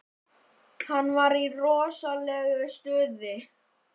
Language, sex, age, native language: Icelandic, female, 50-59, Icelandic